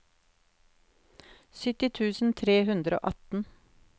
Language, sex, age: Norwegian, female, 48